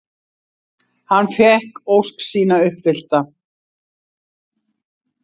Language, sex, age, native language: Icelandic, female, 60-69, Icelandic